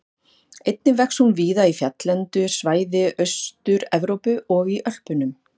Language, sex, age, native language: Icelandic, female, 50-59, Icelandic